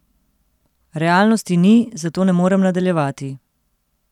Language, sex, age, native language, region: Slovenian, female, 30-49, Slovenian, Central Slovenia